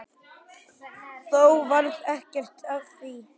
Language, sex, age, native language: Icelandic, male, 10, Icelandic